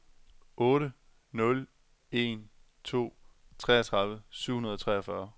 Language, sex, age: Danish, male, 27